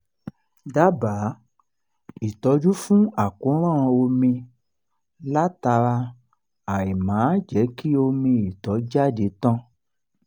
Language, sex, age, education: Yoruba, male, 46-60, tertiary